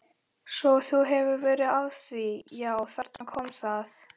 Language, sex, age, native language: Icelandic, male, 13, Icelandic